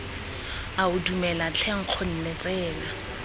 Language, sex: Tswana, female